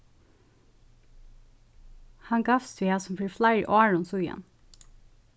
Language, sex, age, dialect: Faroese, female, 36-60, Suðurstreymoy